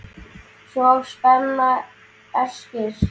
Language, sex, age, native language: Icelandic, male, 10, Icelandic